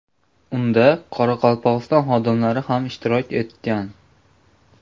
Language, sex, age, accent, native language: Uzbek, male, 18-24, Namangan, Uzbek